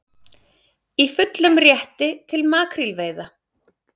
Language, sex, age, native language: Icelandic, female, 30-39, Icelandic